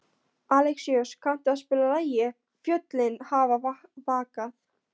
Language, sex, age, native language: Icelandic, female, 13, Polish